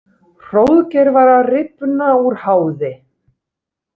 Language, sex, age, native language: Icelandic, female, 30-39, Icelandic